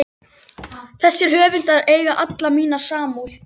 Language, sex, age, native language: Icelandic, female, 11, Icelandic